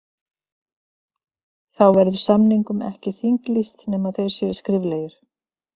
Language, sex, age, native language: Icelandic, female, 50-59, Icelandic